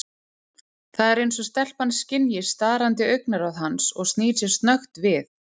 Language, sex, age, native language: Icelandic, female, 30-39, Icelandic